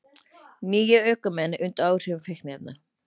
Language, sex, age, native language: Icelandic, female, 30-39, Icelandic